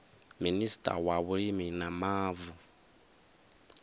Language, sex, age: Venda, male, 24